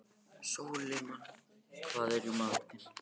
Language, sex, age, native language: Icelandic, male, 15, Icelandic